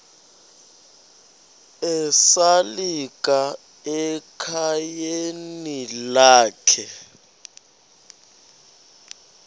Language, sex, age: Xhosa, male, 23